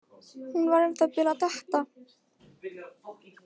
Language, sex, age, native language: Icelandic, female, 15, Icelandic